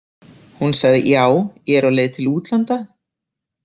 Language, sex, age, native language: Icelandic, female, 30-39, Icelandic